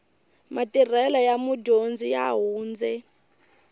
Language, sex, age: Tsonga, female, 19